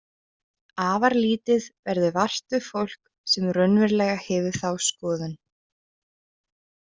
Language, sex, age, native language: Icelandic, female, 20-29, Icelandic